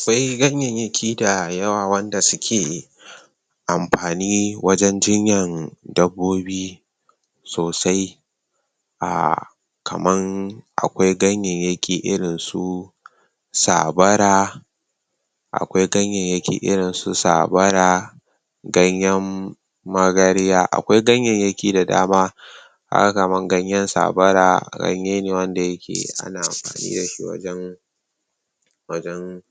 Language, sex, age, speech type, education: Hausa, male, 60+, spontaneous, tertiary